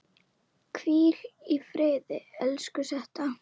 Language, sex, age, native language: Icelandic, female, 9, Icelandic